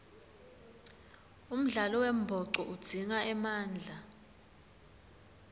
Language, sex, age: Swati, female, 21